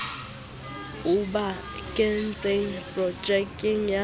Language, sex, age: Southern Sotho, female, 20